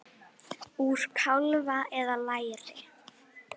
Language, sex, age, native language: Icelandic, female, 9, Icelandic